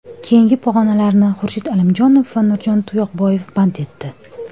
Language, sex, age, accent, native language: Uzbek, female, 25-34, Toshkent shahri, Uzbek